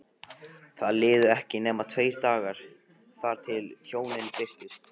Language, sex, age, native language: Icelandic, male, 15, Icelandic